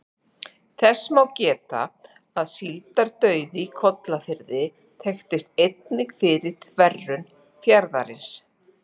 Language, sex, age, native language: Icelandic, female, 40-49, Icelandic